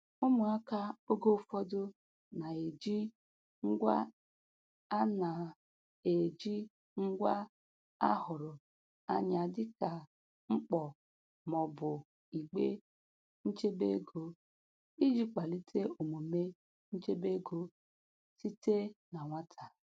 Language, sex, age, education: Igbo, female, 15-29, tertiary